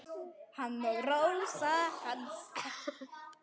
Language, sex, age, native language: Icelandic, male, 9, Icelandic